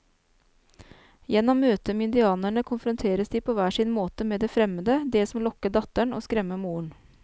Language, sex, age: Norwegian, female, 29